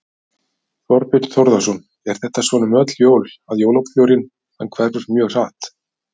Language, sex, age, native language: Icelandic, male, 50-59, Icelandic